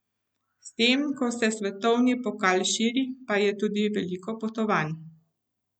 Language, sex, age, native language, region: Slovenian, female, 50-59, Slovenian, Central Slovenia